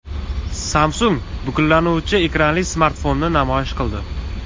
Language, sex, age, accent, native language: Uzbek, male, 18-24, Toshkent viloyati, Uzbek